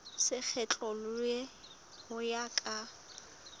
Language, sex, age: Southern Sotho, female, 19